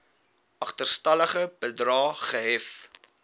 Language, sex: Afrikaans, male